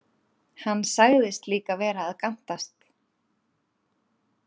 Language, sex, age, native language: Icelandic, female, 30-39, Icelandic